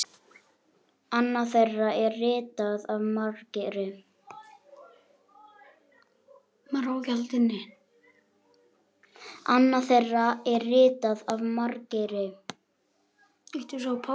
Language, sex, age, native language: Icelandic, male, 11, Icelandic